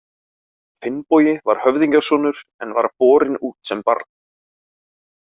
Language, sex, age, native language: Icelandic, male, 30-39, Icelandic